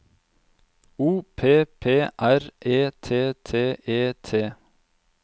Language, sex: Norwegian, male